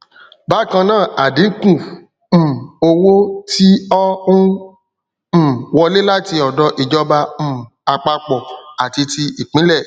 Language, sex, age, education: Yoruba, male, 30-45, tertiary